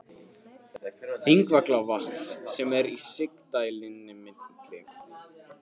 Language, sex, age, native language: Icelandic, male, 15, Icelandic